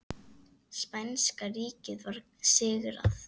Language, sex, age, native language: Icelandic, female, 8, Icelandic